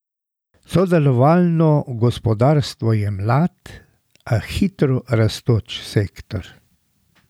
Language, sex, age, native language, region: Slovenian, male, 60+, Slovenian, Drava region